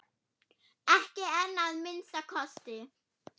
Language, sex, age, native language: Icelandic, female, 9, German